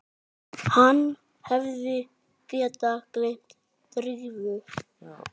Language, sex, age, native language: Icelandic, male, 9, Icelandic